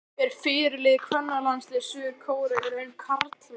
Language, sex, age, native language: Icelandic, male, 11, Icelandic